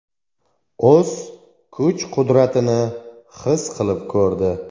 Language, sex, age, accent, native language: Uzbek, male, 40-49, Toshkent viloyati, Uzbek